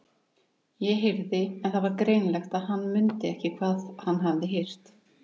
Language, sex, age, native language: Icelandic, female, 30-39, Icelandic